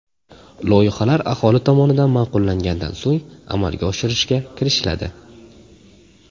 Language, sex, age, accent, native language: Uzbek, male, 19-29, Namangan, Uzbek